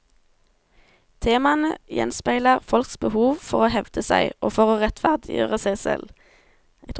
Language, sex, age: Norwegian, female, 17